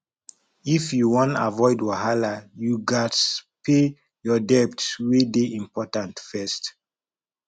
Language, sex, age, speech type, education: Nigerian Pidgin, male, 15-29, spontaneous, tertiary